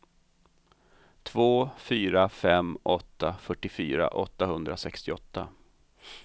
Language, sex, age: Swedish, male, 45